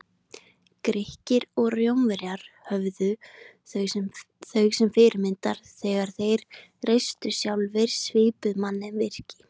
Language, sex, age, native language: Icelandic, female, 20-29, Icelandic